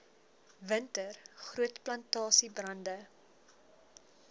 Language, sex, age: Afrikaans, female, 20